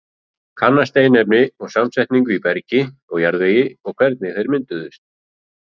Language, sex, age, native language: Icelandic, male, 40-49, Icelandic